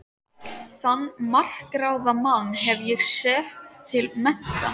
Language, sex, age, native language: Icelandic, female, 13, Icelandic